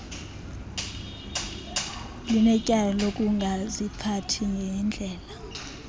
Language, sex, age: Xhosa, female, 32